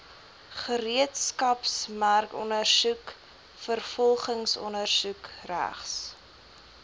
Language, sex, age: Afrikaans, female, 20